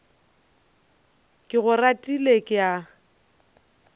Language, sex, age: Northern Sotho, female, 29